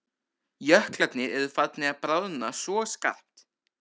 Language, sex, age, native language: Icelandic, male, 13, Icelandic